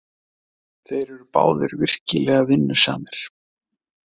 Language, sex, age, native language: Icelandic, male, 30-39, Icelandic